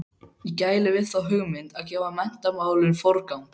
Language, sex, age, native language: Icelandic, male, 12, Icelandic